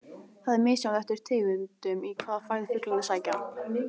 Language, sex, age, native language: Icelandic, female, 18-19, Icelandic